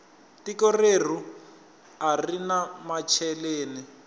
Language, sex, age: Tsonga, male, 21